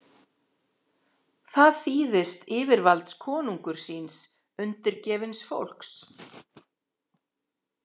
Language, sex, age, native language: Icelandic, female, 60-69, Icelandic